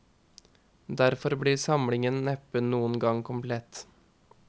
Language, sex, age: Norwegian, male, 21